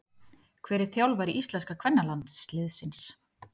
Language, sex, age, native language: Icelandic, female, 30-39, Icelandic